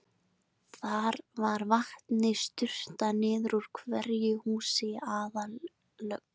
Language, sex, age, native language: Icelandic, female, 20-29, Icelandic